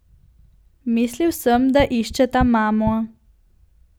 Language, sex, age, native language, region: Slovenian, female, 18-29, Slovenian, Coastal Karst region